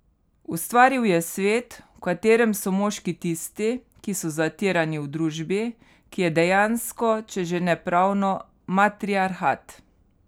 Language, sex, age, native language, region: Slovenian, female, 30-49, Slovenian, Carinthia region